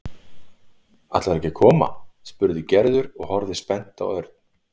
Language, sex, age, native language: Icelandic, male, 40-49, Icelandic